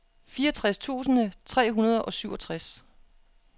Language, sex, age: Danish, female, 36